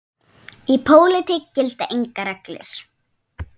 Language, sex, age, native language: Icelandic, female, 7, Icelandic